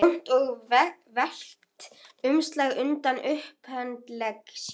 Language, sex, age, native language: Icelandic, male, 11, Icelandic